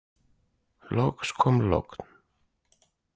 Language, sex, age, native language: Icelandic, male, 40-49, Icelandic